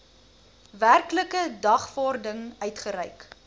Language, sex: Afrikaans, female